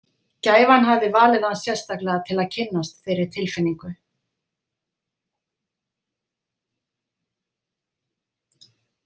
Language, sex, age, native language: Icelandic, female, 50-59, Icelandic